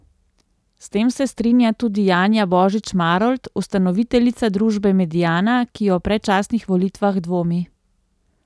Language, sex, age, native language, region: Slovenian, female, 30-49, Slovenian, Central Slovenia